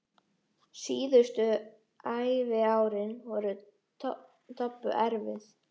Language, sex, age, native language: Icelandic, male, 6, Icelandic